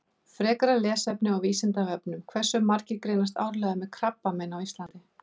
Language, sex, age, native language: Icelandic, female, 50-59, Icelandic